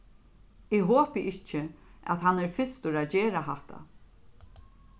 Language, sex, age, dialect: Faroese, female, 36-60, Norðurstreymoy/Eysturoy